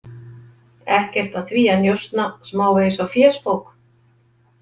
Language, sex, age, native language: Icelandic, female, 50-59, Icelandic